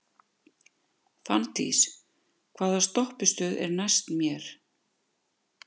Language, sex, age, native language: Icelandic, female, 50-59, Icelandic